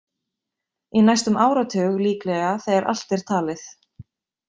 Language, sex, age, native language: Icelandic, female, 20-29, Icelandic